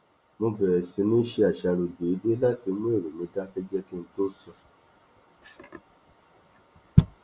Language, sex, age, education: Yoruba, male, 30-45, tertiary